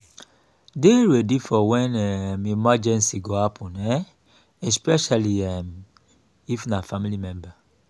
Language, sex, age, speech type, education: Nigerian Pidgin, male, 30-45, spontaneous, tertiary